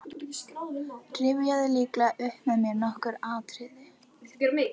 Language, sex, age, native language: Icelandic, female, 12, Icelandic